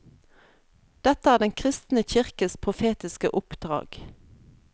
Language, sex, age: Norwegian, female, 32